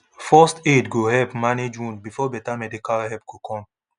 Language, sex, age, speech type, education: Nigerian Pidgin, male, 30-45, spontaneous, tertiary